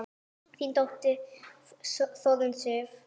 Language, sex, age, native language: Icelandic, female, 9, Icelandic